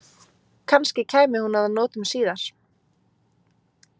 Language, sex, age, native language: Icelandic, female, 20-29, Icelandic